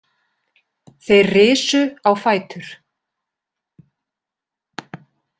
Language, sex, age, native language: Icelandic, female, 40-49, Icelandic